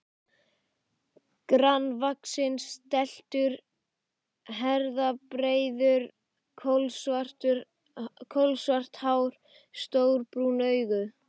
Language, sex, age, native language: Icelandic, male, 12, Icelandic